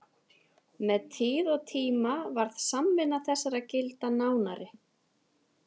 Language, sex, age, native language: Icelandic, female, 30-39, Icelandic